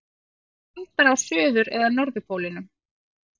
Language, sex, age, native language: Icelandic, female, 40-49, Icelandic